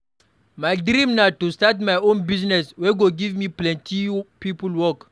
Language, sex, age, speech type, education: Nigerian Pidgin, male, 46-60, read, primary